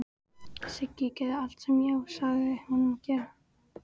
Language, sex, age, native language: Icelandic, female, 14, Icelandic